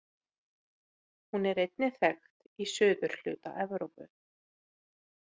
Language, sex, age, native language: Icelandic, female, 30-39, Icelandic